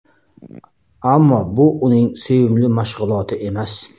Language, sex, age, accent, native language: Uzbek, male, 35+, Qashqadaryo, Uzbek